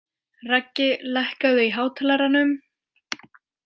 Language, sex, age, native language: Icelandic, female, 18-19, French